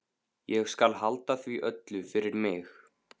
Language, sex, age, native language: Icelandic, male, 15, Icelandic